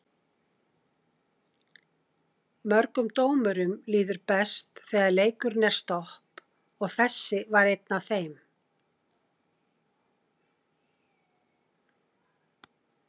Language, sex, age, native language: Icelandic, female, 60-69, Icelandic